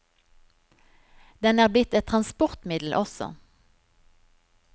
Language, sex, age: Norwegian, female, 43